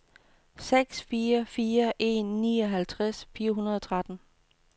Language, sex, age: Danish, female, 29